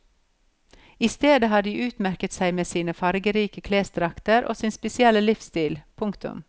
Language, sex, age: Norwegian, female, 54